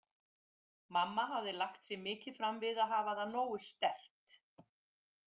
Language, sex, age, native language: Icelandic, female, 50-59, Icelandic